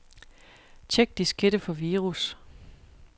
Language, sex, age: Danish, female, 41